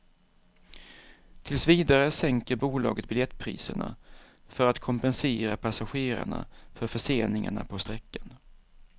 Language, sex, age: Swedish, male, 47